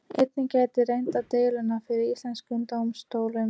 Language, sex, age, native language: Icelandic, female, 18-19, Icelandic